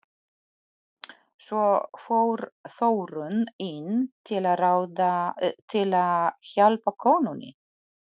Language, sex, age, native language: Icelandic, female, 40-49, Polish